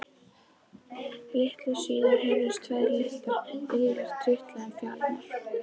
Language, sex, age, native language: Icelandic, female, 11, Icelandic